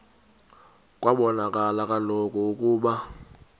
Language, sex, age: Xhosa, male, 32